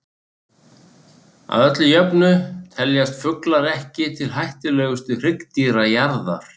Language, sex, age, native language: Icelandic, male, 60-69, Icelandic